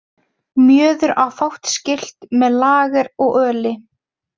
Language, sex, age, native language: Icelandic, female, 20-29, Icelandic